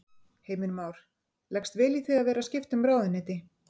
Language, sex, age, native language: Icelandic, female, 50-59, Icelandic